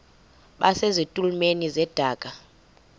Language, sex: Xhosa, female